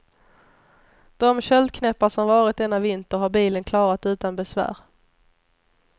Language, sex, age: Swedish, female, 29